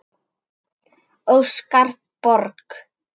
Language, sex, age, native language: Icelandic, female, 9, Icelandic